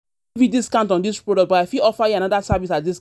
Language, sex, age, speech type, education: Nigerian Pidgin, female, 30-45, spontaneous, tertiary